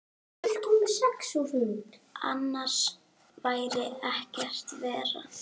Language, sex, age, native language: Icelandic, female, 9, Icelandic